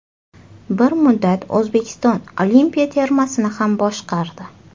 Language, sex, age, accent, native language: Uzbek, female, 18-24, Toshkent shahri, Uzbek